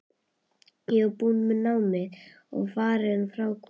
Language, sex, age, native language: Icelandic, female, 11, Icelandic